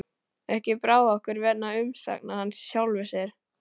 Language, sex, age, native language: Icelandic, male, 12, Icelandic